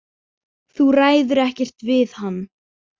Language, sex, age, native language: Icelandic, female, 18-19, Icelandic